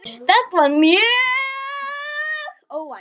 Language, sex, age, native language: Icelandic, male, 9, Icelandic